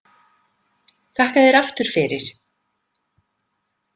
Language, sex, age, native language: Icelandic, female, 50-59, Icelandic